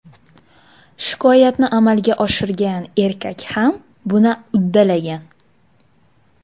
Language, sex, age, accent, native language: Uzbek, female, 19-29, Farg'ona, Uzbek